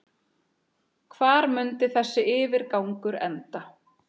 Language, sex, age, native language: Icelandic, female, 30-39, Icelandic